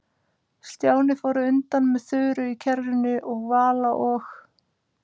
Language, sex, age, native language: Icelandic, female, 30-39, Icelandic